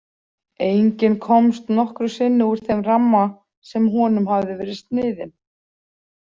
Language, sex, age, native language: Icelandic, female, 40-49, Icelandic